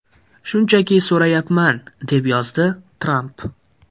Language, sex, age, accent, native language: Uzbek, male, 18-24, Surxondaryo, Uzbek